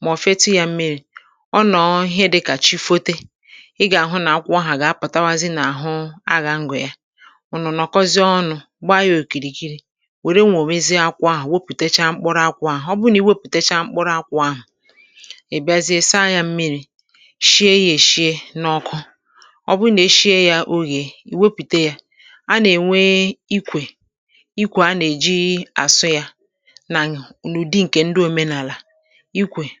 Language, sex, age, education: Igbo, male, 30-45, tertiary